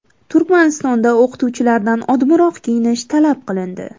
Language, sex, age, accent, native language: Uzbek, female, 18-24, Toshkent viloyati, Uzbek